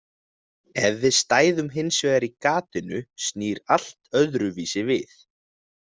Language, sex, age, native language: Icelandic, male, 20-29, Icelandic